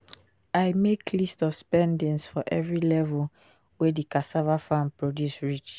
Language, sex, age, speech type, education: Nigerian Pidgin, female, 15-29, spontaneous, secondary